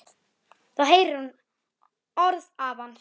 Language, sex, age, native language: Icelandic, female, 7, Icelandic